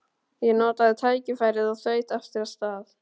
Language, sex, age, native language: Icelandic, male, 12, Icelandic